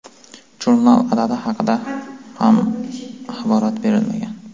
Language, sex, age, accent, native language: Uzbek, male, 18-24, Farg'ona, Uzbek